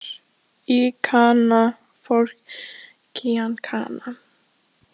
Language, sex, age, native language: Icelandic, female, 15, Icelandic